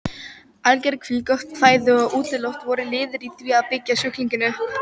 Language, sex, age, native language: Icelandic, female, 18-19, Icelandic